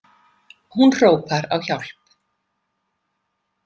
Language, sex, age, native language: Icelandic, female, 50-59, Icelandic